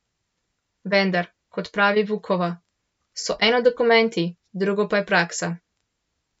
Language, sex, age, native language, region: Slovenian, male, 12-17, Slovenian, Central Slovenia